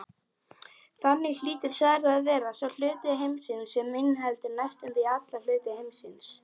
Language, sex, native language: Icelandic, male, Icelandic